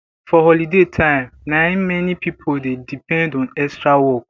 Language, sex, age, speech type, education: Nigerian Pidgin, male, 15-29, spontaneous, tertiary